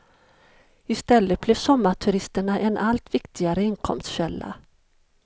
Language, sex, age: Swedish, female, 51